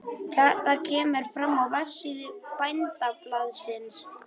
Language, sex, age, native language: Icelandic, male, 21, Icelandic